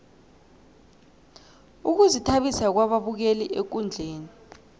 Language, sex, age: South Ndebele, female, 18